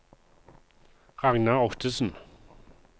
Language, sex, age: Norwegian, male, 51